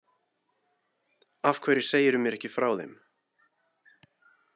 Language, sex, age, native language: Icelandic, male, 30-39, Icelandic